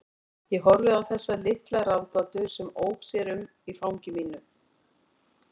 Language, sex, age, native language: Icelandic, female, 40-49, Icelandic